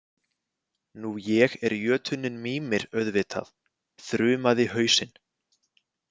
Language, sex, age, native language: Icelandic, male, 20-29, Icelandic